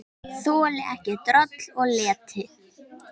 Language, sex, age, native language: Icelandic, female, 10, Icelandic